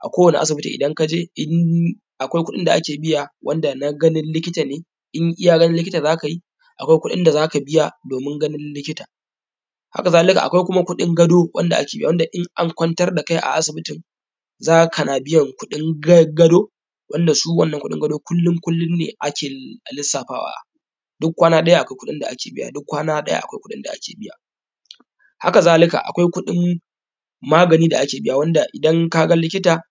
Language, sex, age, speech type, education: Hausa, male, 15-29, spontaneous, tertiary